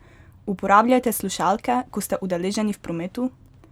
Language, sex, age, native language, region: Slovenian, female, 12-17, Slovenian, Pomurje region